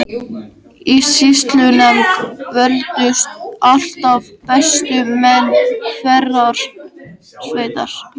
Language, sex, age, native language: Icelandic, male, 13, Icelandic